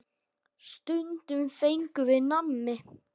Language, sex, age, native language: Icelandic, male, 9, Icelandic